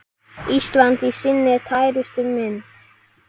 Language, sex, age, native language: Icelandic, male, 10, Icelandic